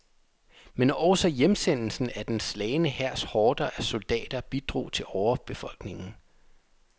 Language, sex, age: Danish, male, 27